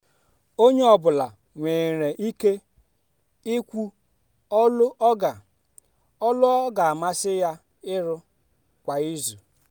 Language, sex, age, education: Igbo, female, 30-45, tertiary